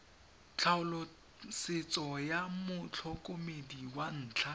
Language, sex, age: Tswana, male, 21